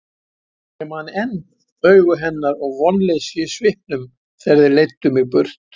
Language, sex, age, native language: Icelandic, male, 70-79, Icelandic